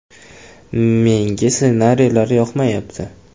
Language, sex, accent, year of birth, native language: Uzbek, male, Jizzax, 2003, Uzbek